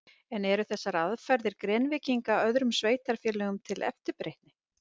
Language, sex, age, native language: Icelandic, female, 50-59, Icelandic